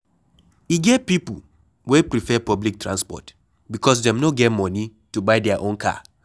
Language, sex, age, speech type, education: Nigerian Pidgin, male, 15-29, read, secondary